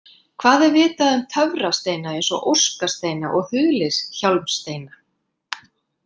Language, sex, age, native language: Icelandic, female, 50-59, Icelandic